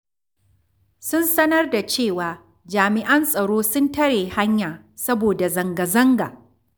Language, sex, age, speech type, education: Hausa, female, 46-60, read, tertiary